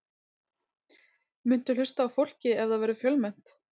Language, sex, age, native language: Icelandic, female, 30-39, Icelandic